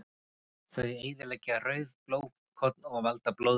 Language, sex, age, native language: Icelandic, male, 30-39, Icelandic